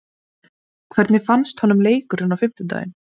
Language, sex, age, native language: Icelandic, female, 20-29, Icelandic